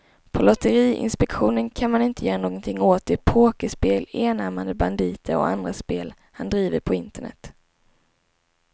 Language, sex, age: Swedish, female, 19